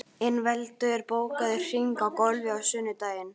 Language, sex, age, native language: Icelandic, female, 12, Icelandic